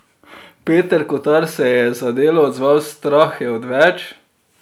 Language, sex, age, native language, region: Slovenian, male, 30-49, Slovenian, Drava region